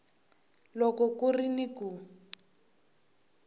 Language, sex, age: Tsonga, female, 21